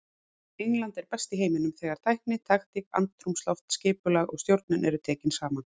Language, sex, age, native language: Icelandic, female, 40-49, Icelandic